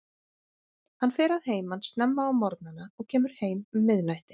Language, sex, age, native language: Icelandic, female, 40-49, Icelandic